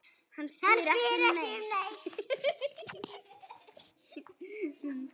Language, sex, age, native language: Icelandic, female, 8, Icelandic